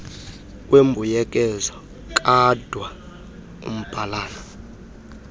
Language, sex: Xhosa, male